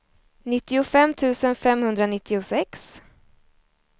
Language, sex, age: Swedish, female, 20